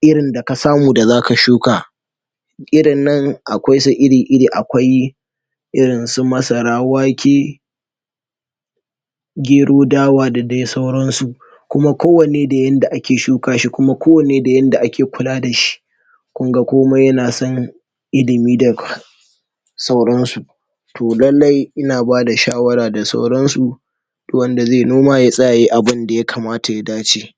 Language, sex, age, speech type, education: Hausa, male, 46-60, spontaneous, tertiary